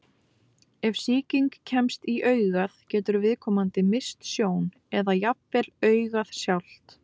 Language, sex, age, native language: Icelandic, female, 20-29, Icelandic